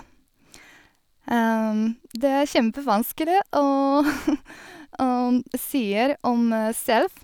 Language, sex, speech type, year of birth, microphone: Norwegian, female, spontaneous, 1986, Sennheiser